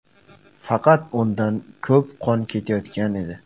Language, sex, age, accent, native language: Uzbek, male, 18-24, Samarqand, Uzbek